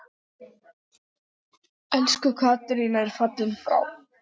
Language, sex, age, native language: Icelandic, female, 10, English